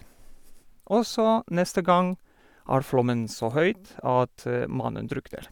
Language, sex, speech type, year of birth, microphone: Norwegian, male, spontaneous, 1973, Sennheiser